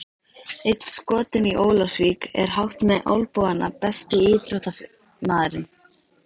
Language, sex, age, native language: Icelandic, female, 13, Icelandic